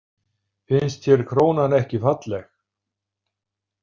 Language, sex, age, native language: Icelandic, male, 50-59, Icelandic